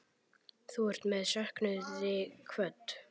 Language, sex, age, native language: Icelandic, male, 10, Icelandic